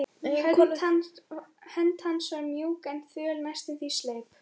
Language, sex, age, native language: Icelandic, female, 13, Icelandic